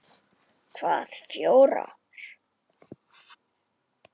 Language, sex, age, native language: Icelandic, male, 10, Icelandic